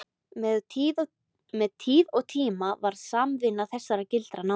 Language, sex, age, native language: Icelandic, female, 20-29, Icelandic